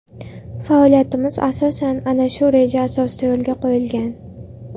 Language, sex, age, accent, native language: Uzbek, female, 19-29, Andijon, Uzbek